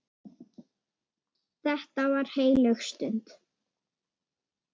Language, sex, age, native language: Icelandic, female, 6, Icelandic